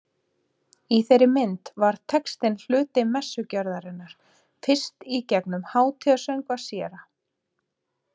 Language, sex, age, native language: Icelandic, female, 30-39, Icelandic